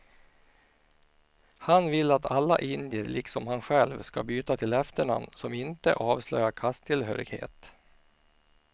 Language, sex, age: Swedish, male, 49